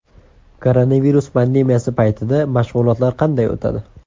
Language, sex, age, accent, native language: Uzbek, male, 18-24, Andijon, Uzbek